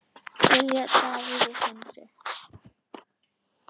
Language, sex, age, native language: Icelandic, female, 10, Icelandic